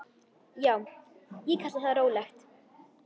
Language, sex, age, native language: Icelandic, female, 10, Icelandic